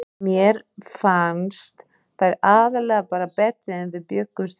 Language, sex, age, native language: Icelandic, female, 30-39, Icelandic